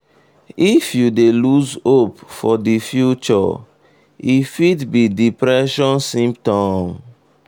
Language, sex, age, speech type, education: Nigerian Pidgin, male, 15-29, spontaneous, tertiary